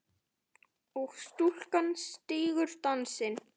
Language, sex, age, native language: Icelandic, male, 9, Icelandic